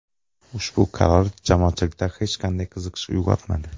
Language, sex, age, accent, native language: Uzbek, male, 25-34, Xorazm, Uzbek